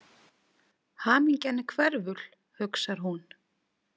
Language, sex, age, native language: Icelandic, female, 40-49, Icelandic